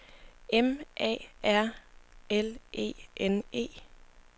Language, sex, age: Danish, female, 25